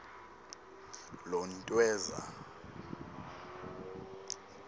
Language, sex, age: Swati, male, 19